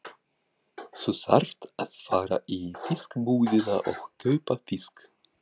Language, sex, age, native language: Icelandic, male, 40-49, Russian